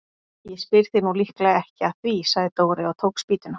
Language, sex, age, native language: Icelandic, female, 40-49, Icelandic